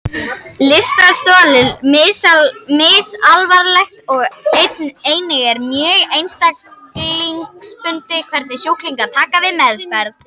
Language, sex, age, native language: Icelandic, female, 50-59, Icelandic